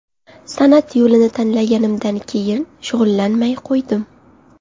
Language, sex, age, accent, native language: Uzbek, female, under 19, Qashqadaryo, Uzbek